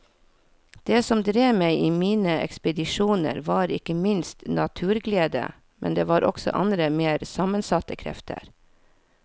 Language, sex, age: Norwegian, female, 40